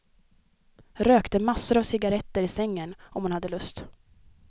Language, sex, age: Swedish, female, 23